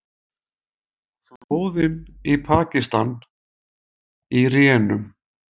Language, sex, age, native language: Icelandic, male, 40-49, Icelandic